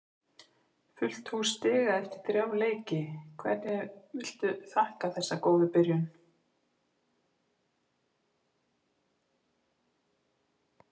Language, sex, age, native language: Icelandic, female, 50-59, Icelandic